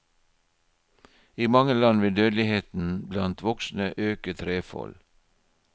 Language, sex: Norwegian, male